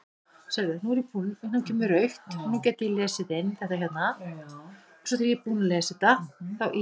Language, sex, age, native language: Icelandic, female, 70-79, Icelandic